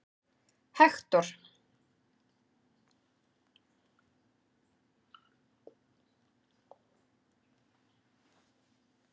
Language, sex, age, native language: Icelandic, female, 40-49, Icelandic